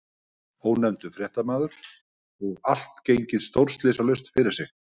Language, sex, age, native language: Icelandic, male, 50-59, Icelandic